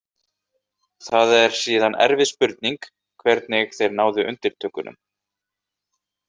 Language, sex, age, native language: Icelandic, male, 30-39, Icelandic